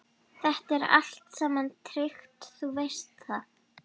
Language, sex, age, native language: Icelandic, female, 12, Icelandic